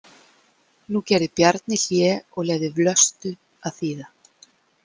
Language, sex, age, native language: Icelandic, female, 40-49, Icelandic